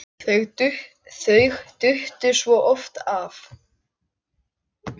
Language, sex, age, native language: Icelandic, male, 6, Icelandic